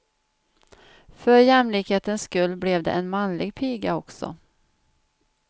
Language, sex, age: Swedish, female, 49